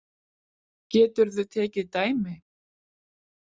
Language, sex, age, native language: Icelandic, female, 40-49, Icelandic